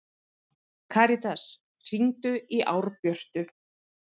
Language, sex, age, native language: Icelandic, female, 11, Icelandic